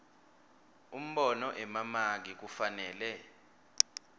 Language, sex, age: Swati, male, 23